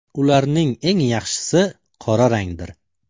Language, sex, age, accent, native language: Uzbek, male, 25-34, Farg'ona, Uzbek